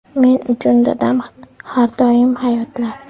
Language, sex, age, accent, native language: Uzbek, female, 12-17, Farg'ona, Uzbek